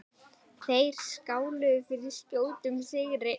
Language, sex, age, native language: Icelandic, female, 10, Icelandic